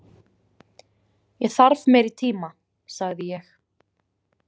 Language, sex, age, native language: Icelandic, female, 20-29, Icelandic